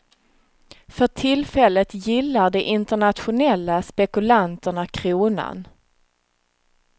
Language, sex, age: Swedish, female, 36